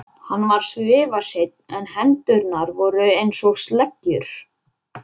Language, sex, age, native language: Icelandic, male, 11, Icelandic